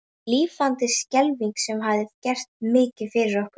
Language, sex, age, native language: Icelandic, female, 11, Icelandic